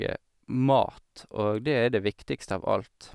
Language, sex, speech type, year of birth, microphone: Norwegian, male, spontaneous, 1983, Sennheiser